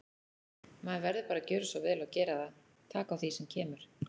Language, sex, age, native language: Icelandic, female, 40-49, Icelandic